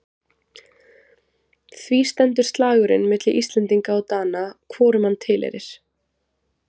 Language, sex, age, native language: Icelandic, female, 20-29, Icelandic